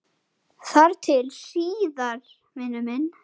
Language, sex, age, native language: Icelandic, male, 9, Icelandic